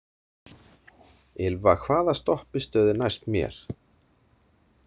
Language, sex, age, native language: Icelandic, male, 30-39, Icelandic